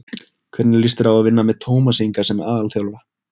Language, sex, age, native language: Icelandic, male, 20-29, Icelandic